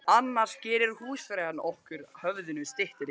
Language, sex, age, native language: Icelandic, male, 12, Icelandic